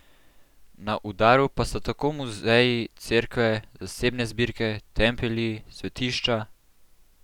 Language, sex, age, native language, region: Slovenian, male, 12-17, Slovenian, Central Slovenia